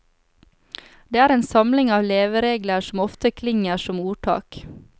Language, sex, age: Norwegian, female, 28